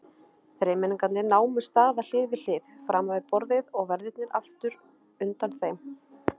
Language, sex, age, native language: Icelandic, female, 30-39, Icelandic